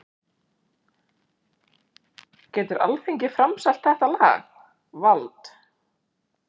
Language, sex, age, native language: Icelandic, female, 30-39, Icelandic